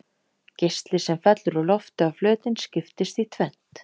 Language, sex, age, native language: Icelandic, female, 30-39, Icelandic